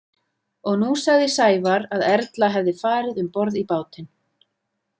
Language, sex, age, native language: Icelandic, female, 40-49, Icelandic